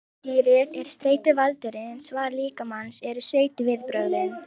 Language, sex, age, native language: Icelandic, female, 18-19, Icelandic